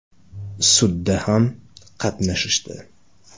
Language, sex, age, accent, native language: Uzbek, male, 35+, Toshkent shahri, Uzbek